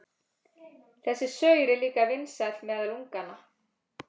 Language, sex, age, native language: Icelandic, female, 30-39, Icelandic